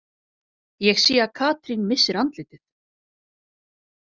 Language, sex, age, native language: Icelandic, female, 40-49, Icelandic